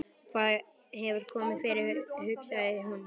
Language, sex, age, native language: Icelandic, male, 11, Icelandic